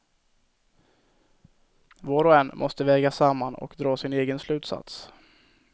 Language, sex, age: Swedish, male, 22